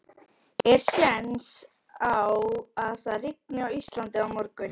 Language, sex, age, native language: Icelandic, female, 11, Icelandic